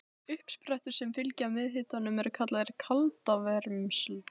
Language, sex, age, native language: Icelandic, female, 16, Icelandic